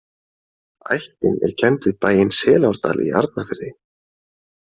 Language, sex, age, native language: Icelandic, male, 40-49, Icelandic